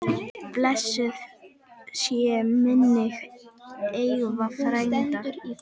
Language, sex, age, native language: Icelandic, female, 10, Icelandic